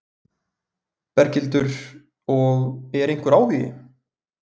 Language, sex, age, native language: Icelandic, male, 20-29, Icelandic